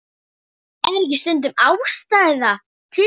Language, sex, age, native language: Icelandic, female, 10, Icelandic